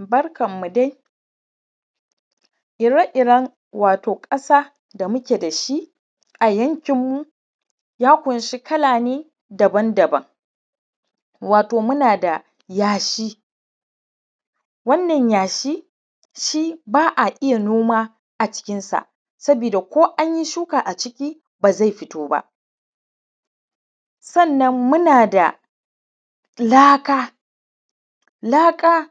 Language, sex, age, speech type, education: Hausa, male, 15-29, spontaneous, primary